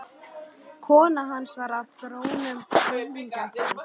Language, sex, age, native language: Icelandic, female, 13, Icelandic